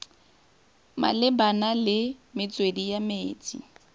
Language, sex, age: Tswana, female, 18